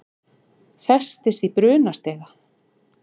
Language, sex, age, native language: Icelandic, female, 40-49, Icelandic